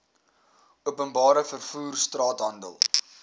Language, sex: Afrikaans, male